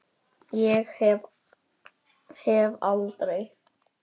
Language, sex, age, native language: Icelandic, male, 9, Icelandic